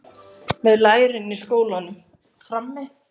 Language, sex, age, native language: Icelandic, female, 10, Icelandic